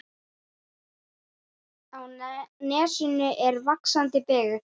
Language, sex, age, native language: Icelandic, female, 8, Icelandic